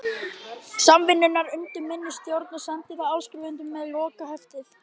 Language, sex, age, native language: Icelandic, male, 12, Icelandic